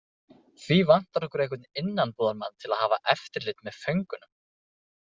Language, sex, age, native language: Icelandic, male, 20-29, Icelandic